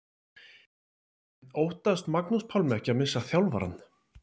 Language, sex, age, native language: Icelandic, male, 30-39, Icelandic